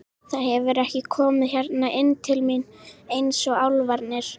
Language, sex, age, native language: Icelandic, female, 18-19, Icelandic